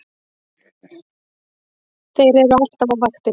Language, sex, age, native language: Icelandic, female, 30-39, Icelandic